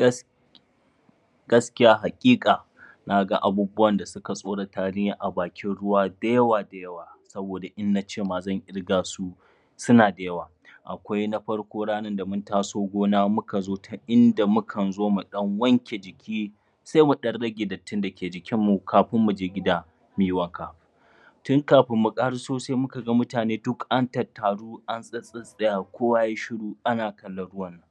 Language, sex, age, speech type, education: Hausa, male, 30-45, spontaneous, tertiary